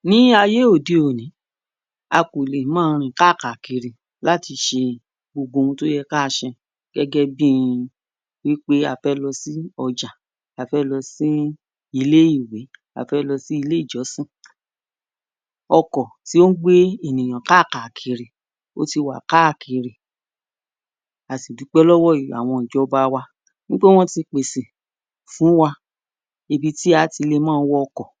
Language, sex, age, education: Yoruba, female, 46-60, tertiary